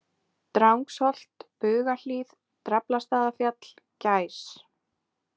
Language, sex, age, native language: Icelandic, female, 20-29, Icelandic